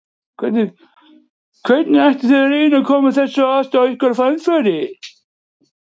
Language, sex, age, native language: Icelandic, male, 40-49, Icelandic